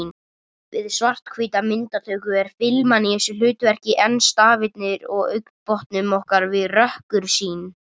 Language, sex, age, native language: Icelandic, male, 30-39, Icelandic